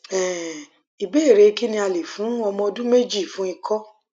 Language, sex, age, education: Yoruba, female, 30-45, tertiary